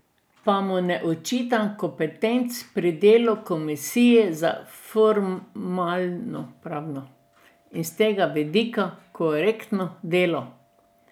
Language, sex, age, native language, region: Slovenian, female, 60+, Slovenian, Drava region